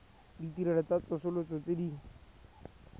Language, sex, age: Tswana, male, 20